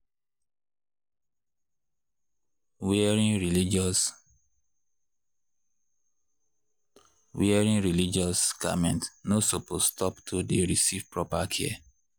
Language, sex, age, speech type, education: Nigerian Pidgin, male, 30-45, spontaneous, tertiary